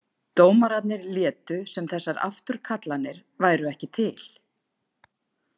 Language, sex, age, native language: Icelandic, female, 50-59, Icelandic